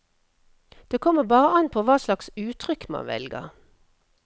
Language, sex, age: Norwegian, female, 57